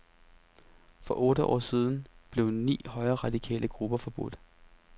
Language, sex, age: Danish, male, 33